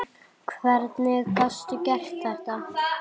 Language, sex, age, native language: Icelandic, female, 9, Icelandic